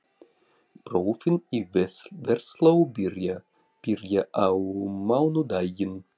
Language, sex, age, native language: Icelandic, male, 40-49, Russian